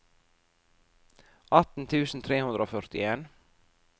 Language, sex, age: Norwegian, female, 44